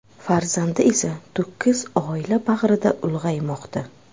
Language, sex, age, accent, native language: Uzbek, female, 35+, Samarqand, Uzbek